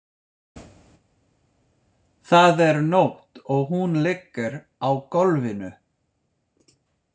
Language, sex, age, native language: Icelandic, male, 50-59, English